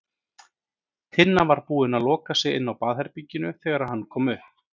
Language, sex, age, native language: Icelandic, male, 30-39, Icelandic